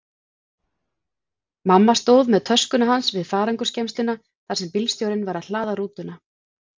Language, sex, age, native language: Icelandic, female, 40-49, Icelandic